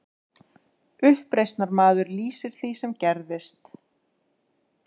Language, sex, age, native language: Icelandic, female, 30-39, Icelandic